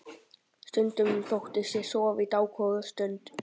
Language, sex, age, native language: Icelandic, male, 12, Icelandic